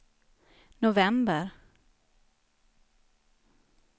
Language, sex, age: Swedish, female, 29